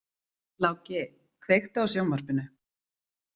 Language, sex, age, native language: Icelandic, female, 40-49, Icelandic